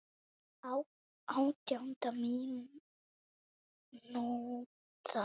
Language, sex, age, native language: Icelandic, female, 9, Icelandic